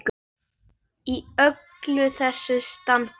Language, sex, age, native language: Icelandic, male, 9, Icelandic